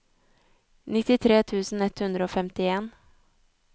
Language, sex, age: Norwegian, female, 24